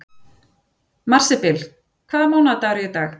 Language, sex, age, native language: Icelandic, female, 40-49, Icelandic